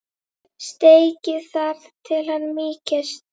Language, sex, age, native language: Icelandic, female, 8, Icelandic